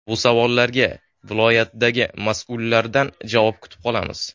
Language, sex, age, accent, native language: Uzbek, male, 18-24, Sirdaryo, Uzbek